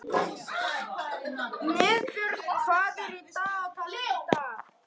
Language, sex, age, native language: Icelandic, male, 11, Icelandic